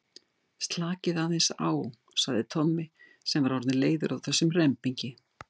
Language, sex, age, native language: Icelandic, female, 60-69, Icelandic